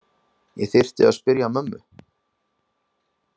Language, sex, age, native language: Icelandic, male, 20-29, Icelandic